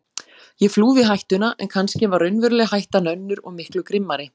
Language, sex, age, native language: Icelandic, female, 40-49, Icelandic